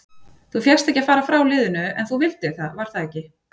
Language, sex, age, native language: Icelandic, female, 40-49, Icelandic